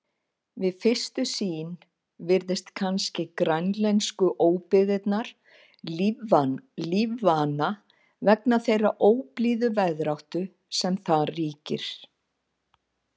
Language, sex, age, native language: Icelandic, female, 50-59, Icelandic